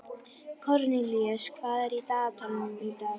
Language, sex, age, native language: Icelandic, female, 11, Icelandic